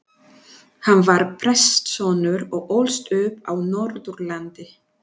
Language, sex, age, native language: Icelandic, female, 40-49, Spanish